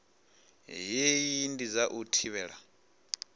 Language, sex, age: Venda, male, 19